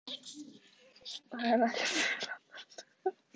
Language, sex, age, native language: Icelandic, female, 14, Icelandic